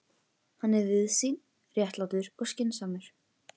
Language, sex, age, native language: Icelandic, female, 11, Icelandic